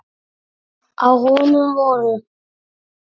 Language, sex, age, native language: Icelandic, male, 9, Icelandic